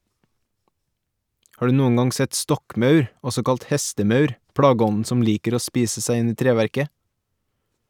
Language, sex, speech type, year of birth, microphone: Norwegian, male, read, 1989, Shure